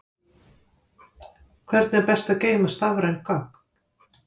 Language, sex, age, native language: Icelandic, female, 50-59, Icelandic